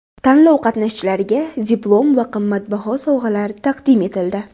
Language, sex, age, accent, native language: Uzbek, female, under 19, Toshkent viloyati, Uzbek